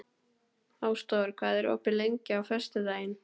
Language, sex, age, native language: Icelandic, male, 12, Icelandic